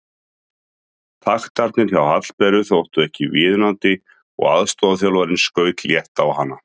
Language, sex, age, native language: Icelandic, male, 30-39, Icelandic